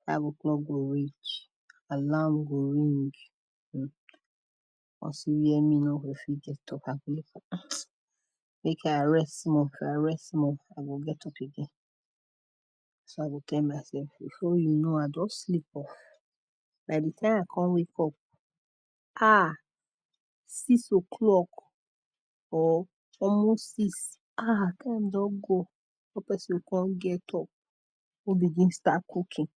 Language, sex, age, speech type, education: Nigerian Pidgin, female, 30-45, spontaneous, tertiary